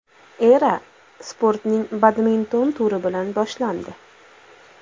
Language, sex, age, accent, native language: Uzbek, female, 25-34, Andijon, Uzbek